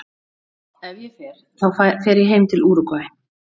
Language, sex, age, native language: Icelandic, female, 40-49, Icelandic